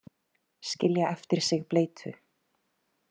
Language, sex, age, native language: Icelandic, female, 30-39, Icelandic